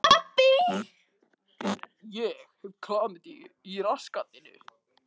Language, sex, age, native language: Icelandic, other, 18-19, Icelandic